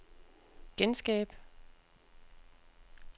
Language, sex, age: Danish, female, 36